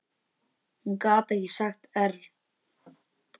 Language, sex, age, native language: Icelandic, male, 9, Icelandic